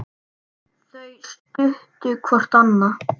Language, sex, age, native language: Icelandic, male, 9, Icelandic